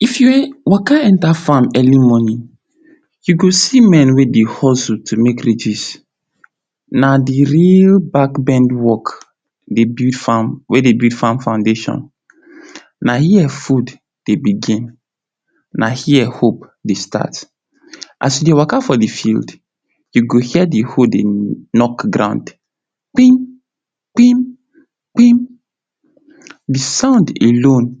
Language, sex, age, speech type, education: Nigerian Pidgin, male, 46-60, spontaneous, tertiary